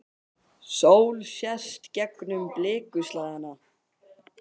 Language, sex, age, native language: Icelandic, male, 18-19, Icelandic